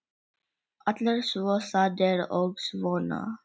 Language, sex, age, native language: Icelandic, female, 10, Icelandic